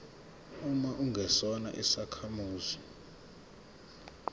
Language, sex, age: Zulu, male, 21